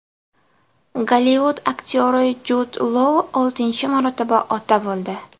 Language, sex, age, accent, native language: Uzbek, female, 19-29, Buxoro, Uzbek